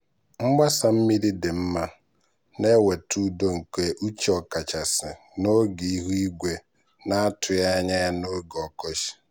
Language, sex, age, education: Igbo, male, 15-29, tertiary